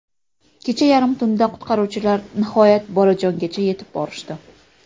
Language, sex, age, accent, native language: Uzbek, female, 25-34, Toshkent shahri, Uzbek